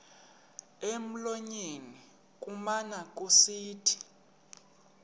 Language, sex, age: Xhosa, male, 31